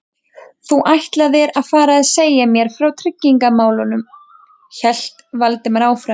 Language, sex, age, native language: Icelandic, female, 20-29, Icelandic